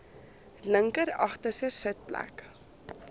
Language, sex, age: Afrikaans, female, 23